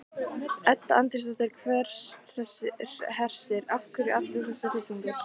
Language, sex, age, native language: Icelandic, female, 15, Icelandic